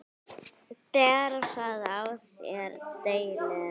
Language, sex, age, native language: Icelandic, female, 9, Icelandic